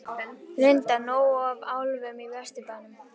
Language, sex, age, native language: Icelandic, other, 12, Icelandic